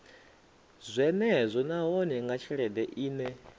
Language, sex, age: Venda, male, 24